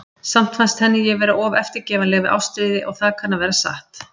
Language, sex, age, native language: Icelandic, female, 50-59, Icelandic